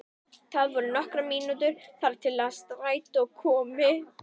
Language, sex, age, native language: Icelandic, female, 11, Icelandic